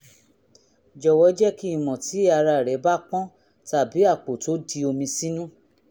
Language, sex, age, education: Yoruba, female, 46-60, tertiary